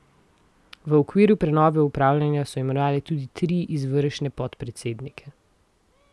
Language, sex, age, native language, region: Slovenian, female, 18-29, Slovenian, Central Slovenia